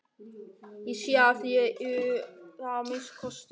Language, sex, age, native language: Icelandic, male, 13, German